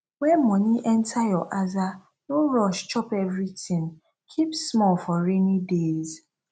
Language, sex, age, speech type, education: Nigerian Pidgin, female, 15-29, spontaneous, tertiary